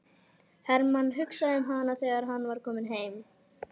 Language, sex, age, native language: Icelandic, female, 11, Icelandic